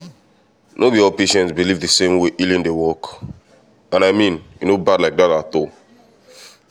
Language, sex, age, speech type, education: Nigerian Pidgin, male, 15-29, spontaneous, tertiary